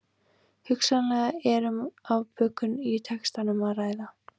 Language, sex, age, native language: Icelandic, female, 20-29, Icelandic